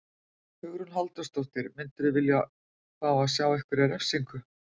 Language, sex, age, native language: Icelandic, female, 50-59, Icelandic